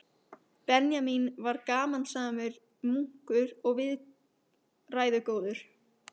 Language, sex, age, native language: Icelandic, female, 15, Icelandic